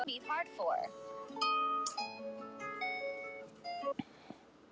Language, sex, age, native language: Icelandic, male, 16, Icelandic